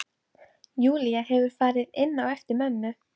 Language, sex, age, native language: Icelandic, female, 12, Icelandic